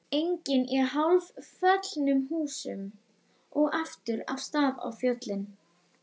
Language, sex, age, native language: Icelandic, female, 11, Icelandic